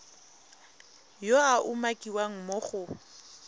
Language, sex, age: Tswana, female, 22